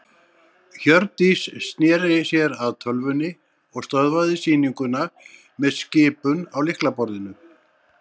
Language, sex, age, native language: Icelandic, male, 60-69, Icelandic